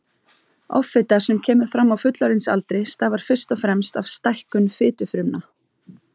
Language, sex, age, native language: Icelandic, female, 30-39, Icelandic